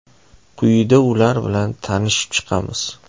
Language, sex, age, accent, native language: Uzbek, male, 25-34, Toshkent shahri, Uzbek